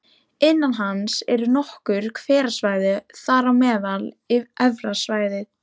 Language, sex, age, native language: Icelandic, female, 13, Icelandic